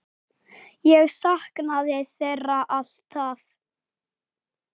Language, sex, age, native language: Icelandic, male, 8, Icelandic